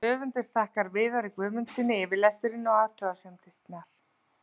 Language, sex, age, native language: Icelandic, female, 40-49, Icelandic